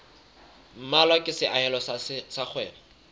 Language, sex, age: Southern Sotho, male, 23